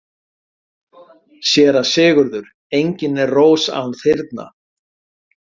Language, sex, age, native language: Icelandic, male, 50-59, Icelandic